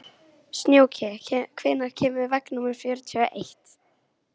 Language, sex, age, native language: Icelandic, female, 18-19, Icelandic